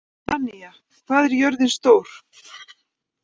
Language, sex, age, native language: Icelandic, female, 50-59, Icelandic